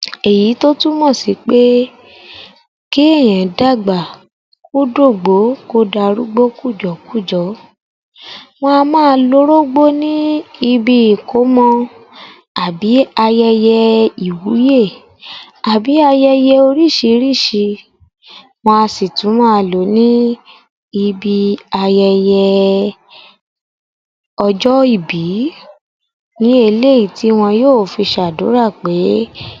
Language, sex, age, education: Yoruba, female, 30-45, tertiary